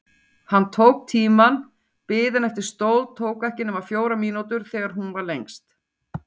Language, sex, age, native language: Icelandic, female, 40-49, Icelandic